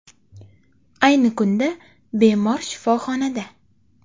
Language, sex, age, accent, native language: Uzbek, female, 25-34, Qashqadaryo, Uzbek